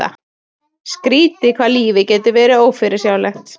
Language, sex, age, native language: Icelandic, female, 30-39, Icelandic